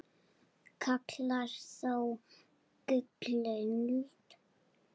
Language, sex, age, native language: Icelandic, female, 8, Serbo-Croatian